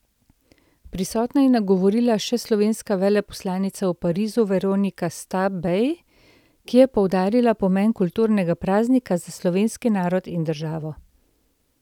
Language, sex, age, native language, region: Slovenian, female, 30-49, Slovenian, Central Slovenia